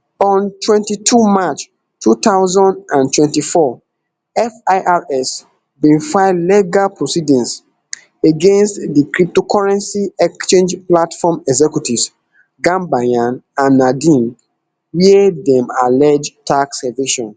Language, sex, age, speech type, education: Nigerian Pidgin, male, 15-29, spontaneous, tertiary